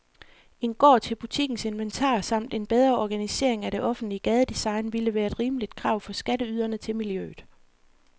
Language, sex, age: Danish, female, 40